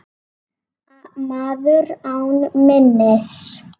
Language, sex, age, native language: Icelandic, female, 7, Icelandic